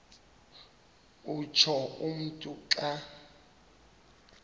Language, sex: Xhosa, male